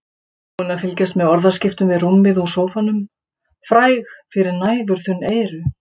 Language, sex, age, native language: Icelandic, female, 50-59, Icelandic